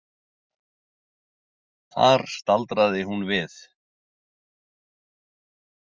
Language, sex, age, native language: Icelandic, male, 60-69, Icelandic